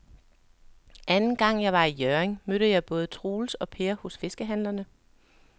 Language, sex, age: Danish, male, 37